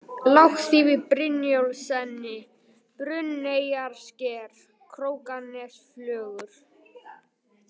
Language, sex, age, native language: Icelandic, male, 18-19, Icelandic